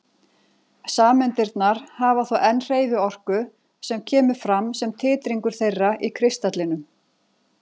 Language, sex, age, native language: Icelandic, female, 40-49, Icelandic